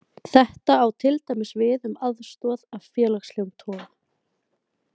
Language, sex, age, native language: Icelandic, female, 20-29, Icelandic